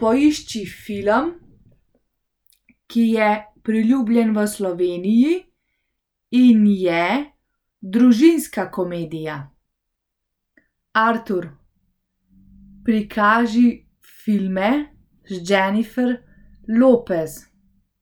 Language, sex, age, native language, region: Slovenian, female, 18-29, Slovenian, Central Slovenia